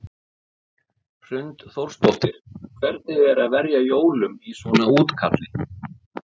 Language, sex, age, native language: Icelandic, male, 50-59, Icelandic